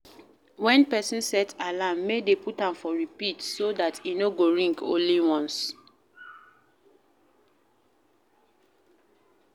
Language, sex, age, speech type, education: Nigerian Pidgin, female, 15-29, read, primary